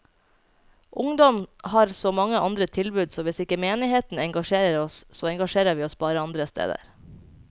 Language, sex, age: Norwegian, female, 29